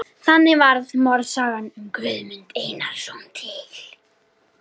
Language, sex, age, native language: Icelandic, female, 13, Icelandic